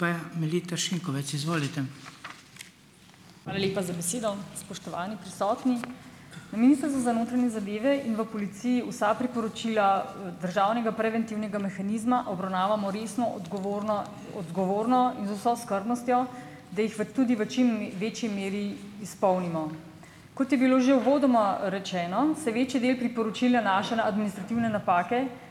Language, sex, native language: Slovenian, female, Slovenian